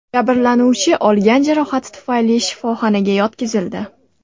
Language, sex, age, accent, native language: Uzbek, female, 18-24, Andijon, Uzbek